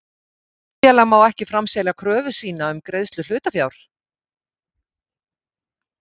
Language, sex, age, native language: Icelandic, female, 50-59, Icelandic